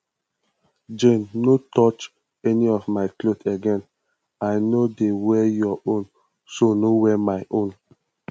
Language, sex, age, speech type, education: Nigerian Pidgin, male, 15-29, spontaneous, tertiary